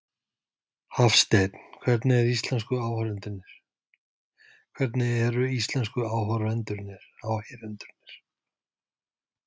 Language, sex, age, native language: Icelandic, male, 50-59, Icelandic